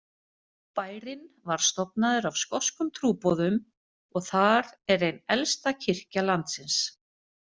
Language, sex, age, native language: Icelandic, female, 50-59, Icelandic